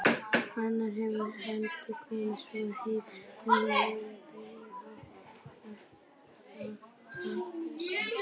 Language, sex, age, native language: Icelandic, male, 18-19, Icelandic